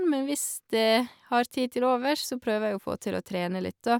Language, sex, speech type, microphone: Norwegian, female, spontaneous, Shure